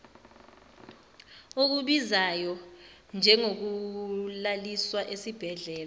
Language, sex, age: Zulu, female, 21